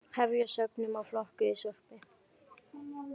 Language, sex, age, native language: Icelandic, female, 18-19, Icelandic